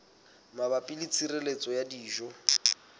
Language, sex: Southern Sotho, male